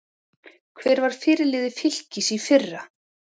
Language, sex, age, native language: Icelandic, female, 40-49, Icelandic